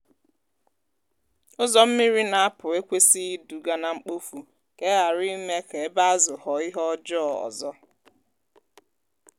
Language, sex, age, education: Igbo, female, 15-29, tertiary